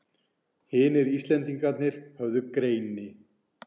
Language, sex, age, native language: Icelandic, male, 40-49, Icelandic